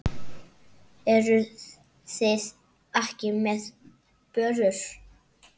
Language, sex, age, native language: Icelandic, female, 7, Icelandic